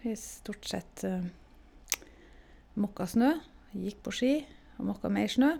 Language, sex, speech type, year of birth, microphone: Norwegian, female, spontaneous, 1972, Shure